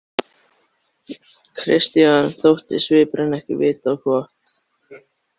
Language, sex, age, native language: Icelandic, male, 13, Icelandic